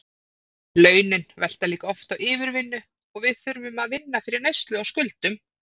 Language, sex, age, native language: Icelandic, female, 30-39, Icelandic